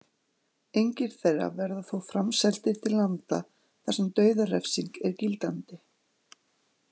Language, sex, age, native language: Icelandic, female, 40-49, Icelandic